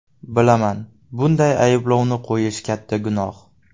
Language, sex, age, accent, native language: Uzbek, male, 18-24, Navoiy, Uzbek